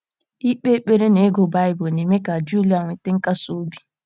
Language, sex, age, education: Igbo, female, 15-29, tertiary